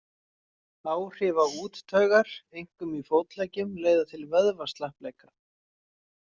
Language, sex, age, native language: Icelandic, male, 18-19, Icelandic